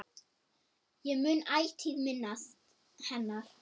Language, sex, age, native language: Icelandic, female, 8, German